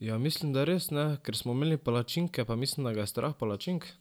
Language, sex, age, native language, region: Slovenian, male, 12-17, Slovenian, Drava region